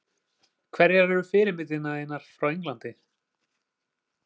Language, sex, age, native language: Icelandic, male, 40-49, Icelandic